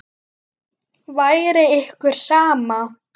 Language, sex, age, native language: Icelandic, female, 9, Icelandic